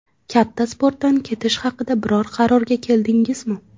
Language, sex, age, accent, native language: Uzbek, female, 18-24, Toshkent shahri, Uzbek